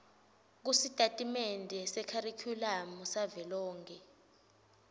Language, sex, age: Swati, female, 20